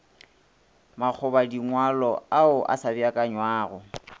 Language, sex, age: Northern Sotho, male, 26